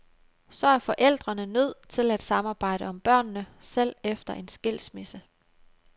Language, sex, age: Danish, female, 29